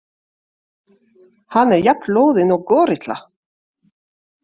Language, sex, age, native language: Icelandic, female, 50-59, French